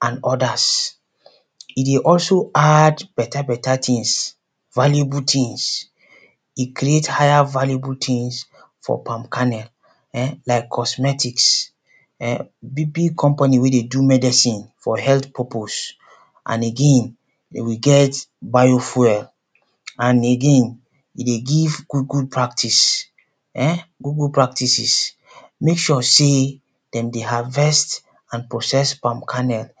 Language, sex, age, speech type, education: Nigerian Pidgin, male, 30-45, spontaneous, secondary